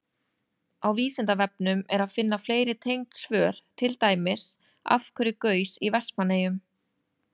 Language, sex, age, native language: Icelandic, female, 30-39, Icelandic